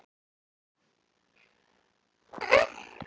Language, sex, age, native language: Icelandic, male, 11, Icelandic